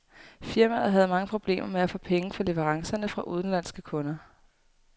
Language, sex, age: Danish, female, 18